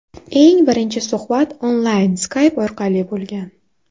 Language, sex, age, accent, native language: Uzbek, female, 19-29, Navoiy, Uzbek